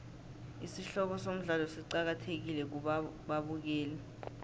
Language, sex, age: South Ndebele, female, 23